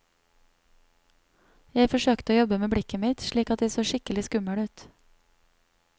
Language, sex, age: Norwegian, female, 27